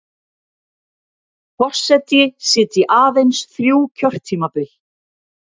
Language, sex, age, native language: Icelandic, female, 50-59, Icelandic